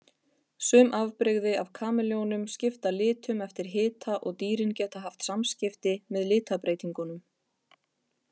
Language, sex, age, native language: Icelandic, female, 30-39, Icelandic